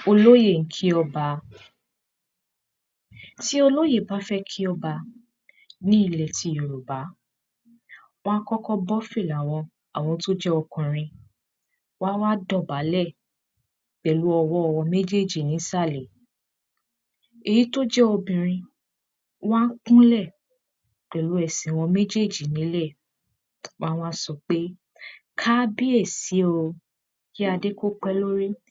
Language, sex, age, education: Yoruba, female, 15-29, secondary